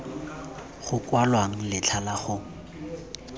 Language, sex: Tswana, male